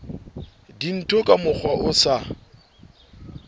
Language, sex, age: Southern Sotho, male, 26